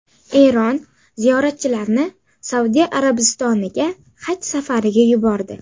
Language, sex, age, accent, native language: Uzbek, female, under 19, Jizzax, Uzbek